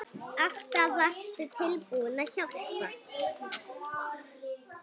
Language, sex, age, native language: Icelandic, female, 6, Icelandic